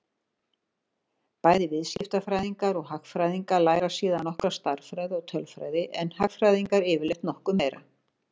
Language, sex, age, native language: Icelandic, female, 60-69, Icelandic